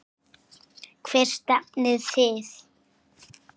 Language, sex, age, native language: Icelandic, male, 8, Icelandic